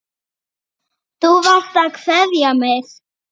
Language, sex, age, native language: Icelandic, female, 8, Icelandic